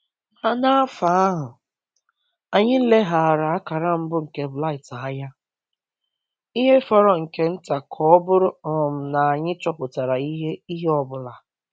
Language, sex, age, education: Igbo, male, 15-29, secondary